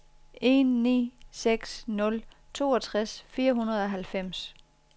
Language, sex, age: Danish, female, 40